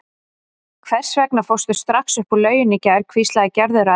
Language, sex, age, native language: Icelandic, female, 30-39, Icelandic